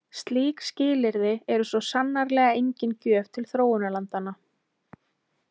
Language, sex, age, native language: Icelandic, female, 20-29, Icelandic